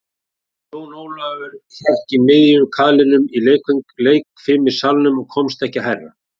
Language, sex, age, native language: Icelandic, male, 40-49, Icelandic